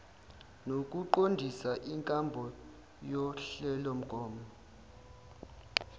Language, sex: Zulu, male